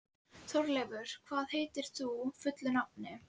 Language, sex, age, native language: Icelandic, female, 11, Icelandic